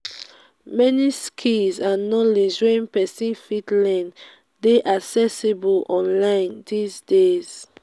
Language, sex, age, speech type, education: Nigerian Pidgin, female, 15-29, spontaneous, tertiary